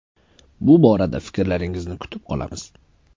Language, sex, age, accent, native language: Uzbek, male, 18-24, Samarqand, Uzbek